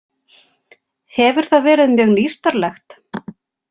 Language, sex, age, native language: Icelandic, female, 30-39, Icelandic